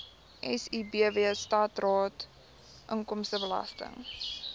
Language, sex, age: Afrikaans, female, 18